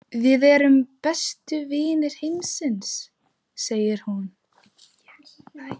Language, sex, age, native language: Icelandic, female, 15, Icelandic